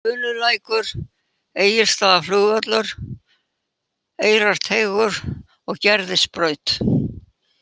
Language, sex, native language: Icelandic, female, Icelandic